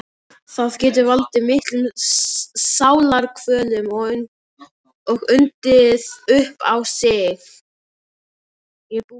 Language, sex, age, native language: Icelandic, male, 13, Icelandic